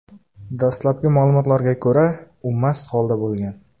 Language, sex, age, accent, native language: Uzbek, male, 18-24, Jizzax, Uzbek